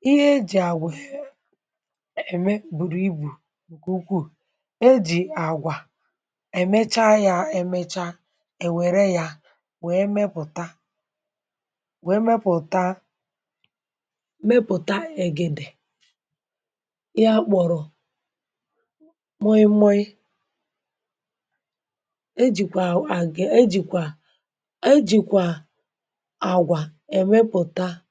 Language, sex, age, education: Igbo, female, 30-45, primary